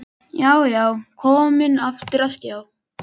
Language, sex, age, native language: Icelandic, male, 11, Icelandic